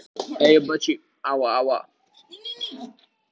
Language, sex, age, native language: Icelandic, male, 13, Icelandic